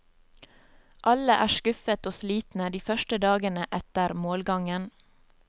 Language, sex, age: Norwegian, female, 27